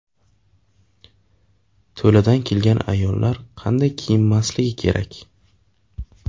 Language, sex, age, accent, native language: Uzbek, male, 18-24, Navoiy, Uzbek